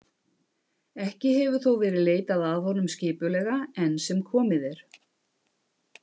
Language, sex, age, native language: Icelandic, female, 50-59, Icelandic